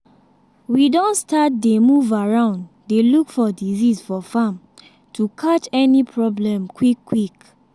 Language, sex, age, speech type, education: Nigerian Pidgin, female, 15-29, spontaneous, secondary